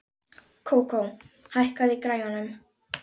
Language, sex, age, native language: Icelandic, female, 11, Icelandic